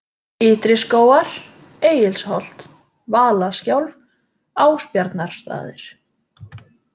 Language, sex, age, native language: Icelandic, female, 20-29, Icelandic